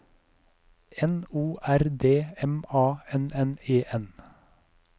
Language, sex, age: Norwegian, male, 37